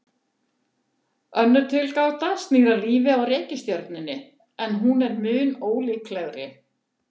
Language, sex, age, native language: Icelandic, female, 70-79, Icelandic